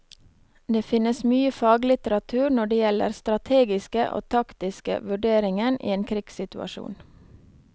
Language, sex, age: Norwegian, female, 23